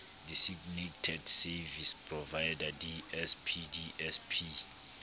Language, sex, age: Southern Sotho, male, 29